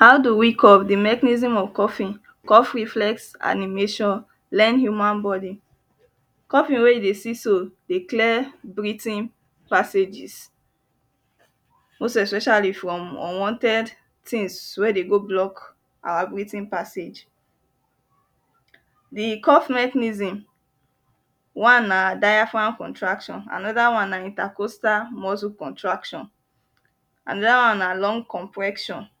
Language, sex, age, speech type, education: Nigerian Pidgin, female, 15-29, spontaneous, tertiary